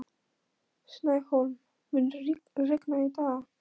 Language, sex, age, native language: Icelandic, female, 13, Polish